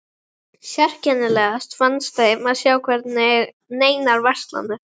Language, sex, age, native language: Icelandic, female, 11, Icelandic